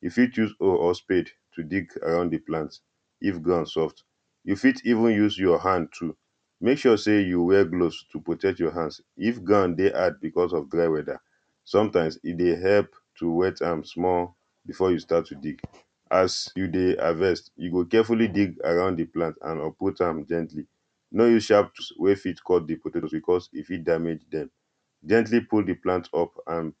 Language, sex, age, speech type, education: Nigerian Pidgin, male, 15-29, spontaneous, primary